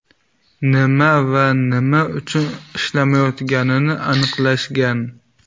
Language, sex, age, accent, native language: Uzbek, male, 18-24, Navoiy, Uzbek